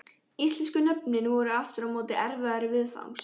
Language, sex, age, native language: Icelandic, female, 14, Icelandic